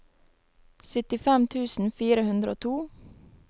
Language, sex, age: Norwegian, female, 23